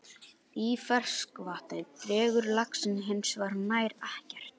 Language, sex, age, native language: Icelandic, male, 18-19, Icelandic